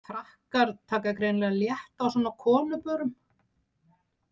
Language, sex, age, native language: Icelandic, female, 60-69, Icelandic